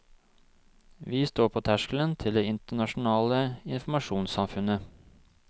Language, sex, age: Norwegian, male, 26